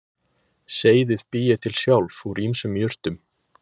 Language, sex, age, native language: Icelandic, male, 20-29, Icelandic